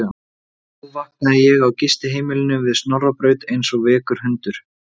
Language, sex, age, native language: Icelandic, male, 20-29, Icelandic